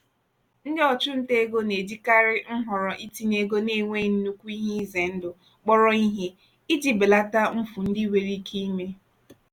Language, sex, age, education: Igbo, female, 15-29, tertiary